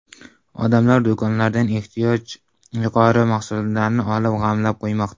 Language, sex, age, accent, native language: Uzbek, male, 12-17, Navoiy, Uzbek